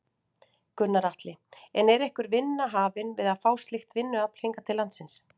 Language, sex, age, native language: Icelandic, female, 40-49, Icelandic